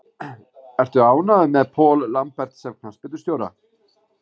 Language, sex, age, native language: Icelandic, male, 40-49, Icelandic